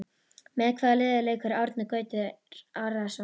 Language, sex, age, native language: Icelandic, female, 12, Icelandic